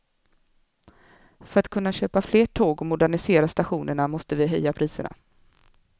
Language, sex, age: Swedish, female, 24